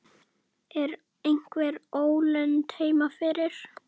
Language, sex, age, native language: Icelandic, female, 10, Icelandic